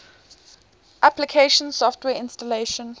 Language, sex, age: English, female, 18